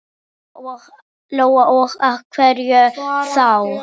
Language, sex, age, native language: Icelandic, female, 7, Icelandic